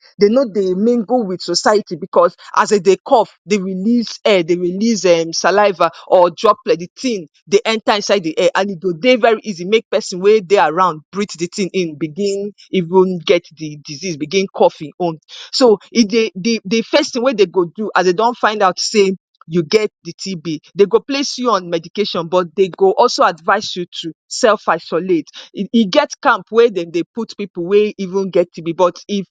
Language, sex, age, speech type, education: Nigerian Pidgin, female, 30-45, spontaneous, tertiary